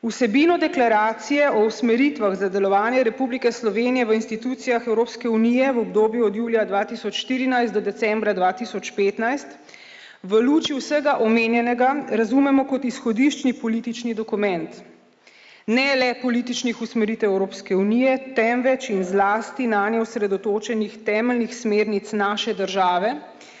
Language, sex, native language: Slovenian, female, Slovenian